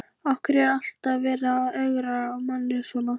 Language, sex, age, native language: Icelandic, female, 11, Icelandic